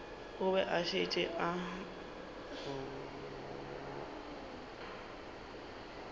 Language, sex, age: Northern Sotho, female, 29